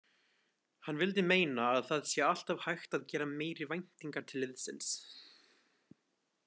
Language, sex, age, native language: Icelandic, male, 20-29, Icelandic